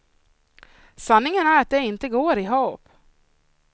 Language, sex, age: Swedish, female, 26